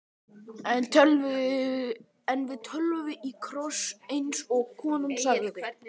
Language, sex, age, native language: Icelandic, male, 11, Icelandic